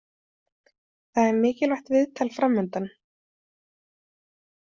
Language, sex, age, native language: Icelandic, female, 30-39, Icelandic